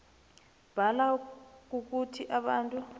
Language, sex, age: South Ndebele, female, 23